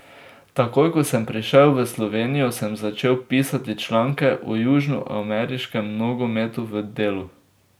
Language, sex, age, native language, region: Slovenian, male, 18-29, Slovenian, Drava region